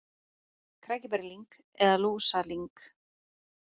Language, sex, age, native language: Icelandic, female, 30-39, Icelandic